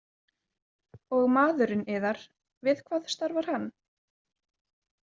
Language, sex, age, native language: Icelandic, female, 20-29, Icelandic